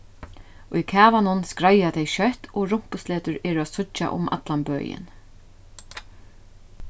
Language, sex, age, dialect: Faroese, female, 36-60, Norðuroyggjar